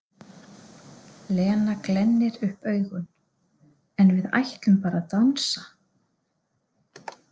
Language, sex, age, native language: Icelandic, female, 30-39, Icelandic